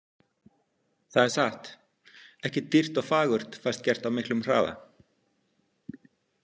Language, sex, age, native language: Icelandic, male, 50-59, Icelandic